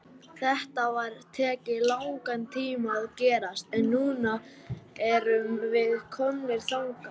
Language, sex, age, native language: Icelandic, male, 18-19, Icelandic